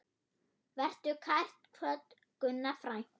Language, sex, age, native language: Icelandic, female, 8, German